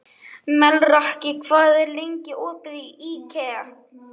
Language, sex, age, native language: Icelandic, male, 11, Icelandic